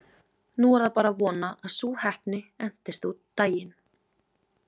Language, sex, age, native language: Icelandic, female, 20-29, Icelandic